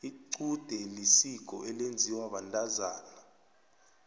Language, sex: South Ndebele, male